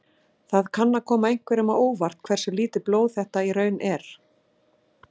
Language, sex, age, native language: Icelandic, female, 60-69, Icelandic